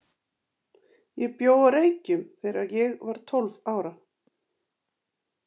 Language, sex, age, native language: Icelandic, female, 50-59, Icelandic